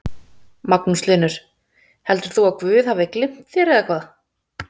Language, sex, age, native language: Icelandic, female, 30-39, Icelandic